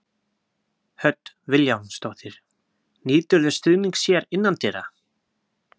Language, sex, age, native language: Icelandic, male, 20-29, Icelandic